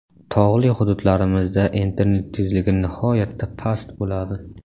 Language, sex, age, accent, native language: Uzbek, male, 18-24, Samarqand, Uzbek